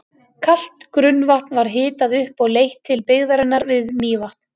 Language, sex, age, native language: Icelandic, female, 30-39, Icelandic